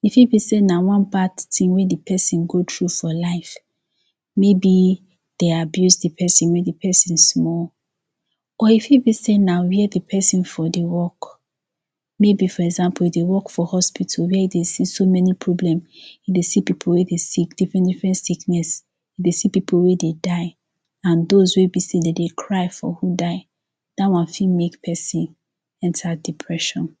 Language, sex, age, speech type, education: Nigerian Pidgin, female, 15-29, spontaneous, tertiary